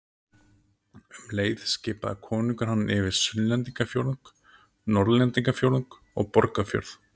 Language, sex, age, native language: Icelandic, male, 30-39, Icelandic